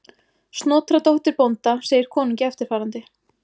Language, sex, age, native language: Icelandic, female, 20-29, Icelandic